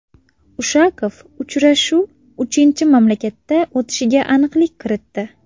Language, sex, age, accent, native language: Uzbek, female, 18-24, Farg'ona, Uzbek